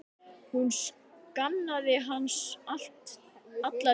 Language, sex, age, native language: Icelandic, male, 10, Icelandic